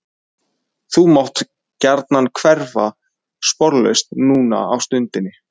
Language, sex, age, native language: Icelandic, male, 20-29, Icelandic